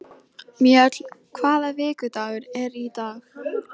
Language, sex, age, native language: Icelandic, female, 18-19, Icelandic